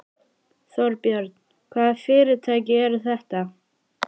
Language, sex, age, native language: Icelandic, female, 12, Icelandic